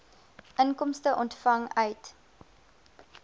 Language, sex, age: Afrikaans, female, 22